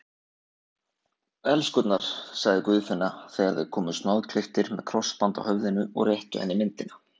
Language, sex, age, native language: Icelandic, male, 20-29, Icelandic